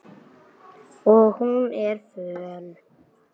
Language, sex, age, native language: Icelandic, female, 8, Icelandic